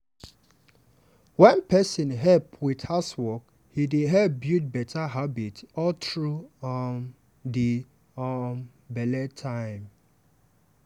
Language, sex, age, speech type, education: Nigerian Pidgin, male, 15-29, spontaneous, tertiary